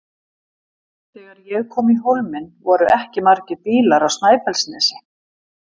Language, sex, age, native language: Icelandic, female, 50-59, Icelandic